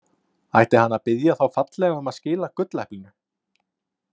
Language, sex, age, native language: Icelandic, male, 20-29, Icelandic